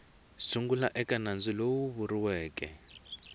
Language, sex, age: Tsonga, male, 20